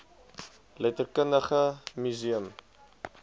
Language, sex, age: Afrikaans, male, 20